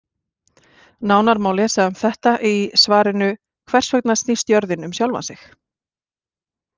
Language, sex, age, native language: Icelandic, female, 40-49, Icelandic